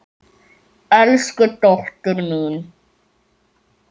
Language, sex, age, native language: Icelandic, male, 7, Icelandic